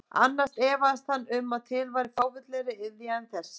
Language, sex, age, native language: Icelandic, female, 30-39, Icelandic